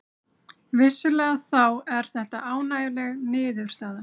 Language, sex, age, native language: Icelandic, female, 30-39, Icelandic